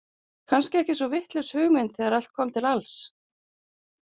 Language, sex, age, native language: Icelandic, female, 40-49, Icelandic